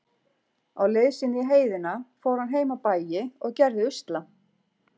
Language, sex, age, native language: Icelandic, female, 40-49, Icelandic